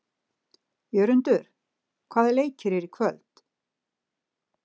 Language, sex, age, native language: Icelandic, female, 60-69, Icelandic